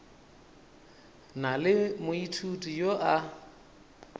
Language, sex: Northern Sotho, male